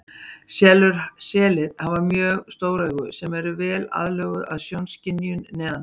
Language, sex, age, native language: Icelandic, female, 40-49, Icelandic